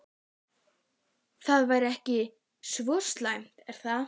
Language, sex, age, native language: Icelandic, female, 12, Icelandic